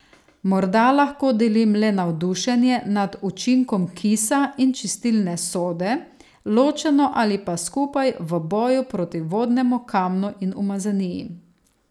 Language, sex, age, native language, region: Slovenian, female, 30-49, Slovenian, Savinja region